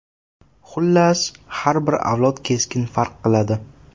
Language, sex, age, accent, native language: Uzbek, male, 12-17, Toshkent shahri, Uzbek